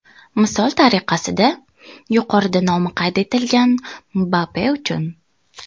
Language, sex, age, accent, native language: Uzbek, female, 19-29, Toshkent viloyati, Uzbek